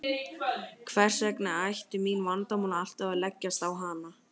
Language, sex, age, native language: Icelandic, female, 12, Icelandic